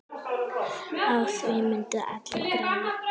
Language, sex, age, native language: Icelandic, female, 9, Icelandic